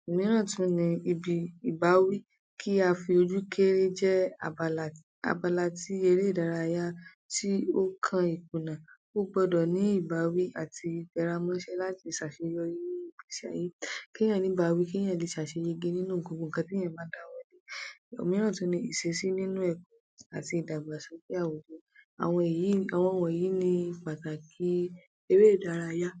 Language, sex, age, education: Yoruba, male, 15-29, tertiary